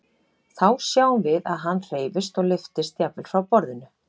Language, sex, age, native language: Icelandic, female, 30-39, Icelandic